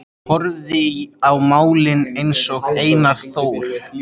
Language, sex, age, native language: Icelandic, male, 13, Icelandic